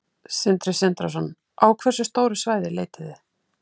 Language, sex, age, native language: Icelandic, female, 50-59, Icelandic